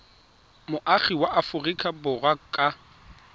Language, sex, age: Tswana, male, 23